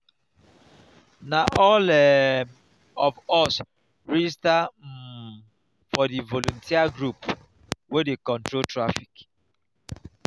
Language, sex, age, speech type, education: Nigerian Pidgin, male, 30-45, spontaneous, tertiary